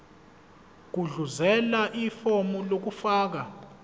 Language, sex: Zulu, male